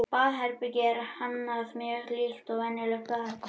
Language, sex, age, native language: Icelandic, male, 21, Icelandic